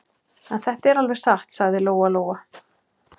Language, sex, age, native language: Icelandic, male, 12, Icelandic